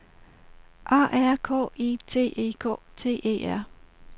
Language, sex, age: Danish, female, 38